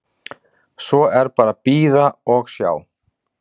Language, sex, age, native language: Icelandic, male, 40-49, Icelandic